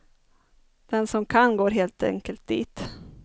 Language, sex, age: Swedish, female, 30